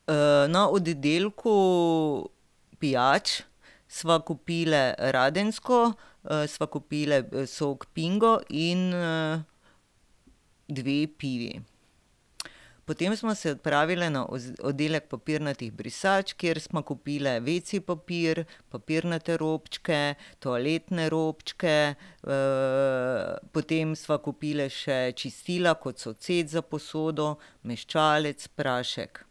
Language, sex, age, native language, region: Slovenian, female, 50-59, Slovenian, Drava region